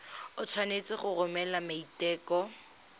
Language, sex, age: Tswana, female, 19